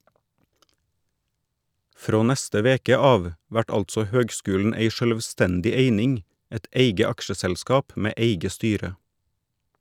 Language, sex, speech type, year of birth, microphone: Norwegian, male, read, 1979, Shure